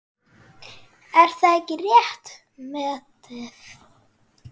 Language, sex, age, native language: Icelandic, female, 9, Icelandic